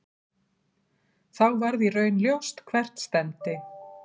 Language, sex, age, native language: Icelandic, female, 40-49, Icelandic